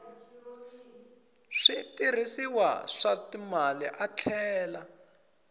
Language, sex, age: Tsonga, male, 20